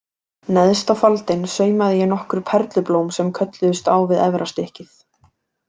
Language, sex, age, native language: Icelandic, female, 18-19, Icelandic